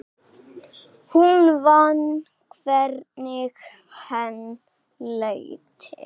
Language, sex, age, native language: Icelandic, male, 8, Icelandic